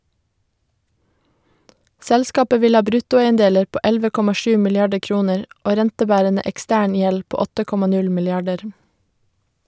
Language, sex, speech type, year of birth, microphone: Norwegian, female, read, 1991, Shure